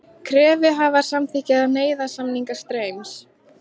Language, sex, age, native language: Icelandic, female, 18-19, Icelandic